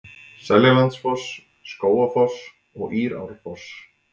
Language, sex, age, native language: Icelandic, male, 20-29, Icelandic